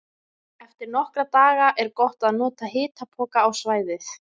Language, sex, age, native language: Icelandic, female, 20-29, Icelandic